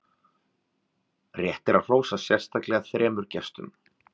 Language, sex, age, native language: Icelandic, male, 30-39, Icelandic